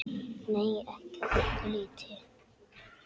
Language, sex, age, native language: Icelandic, male, 10, Icelandic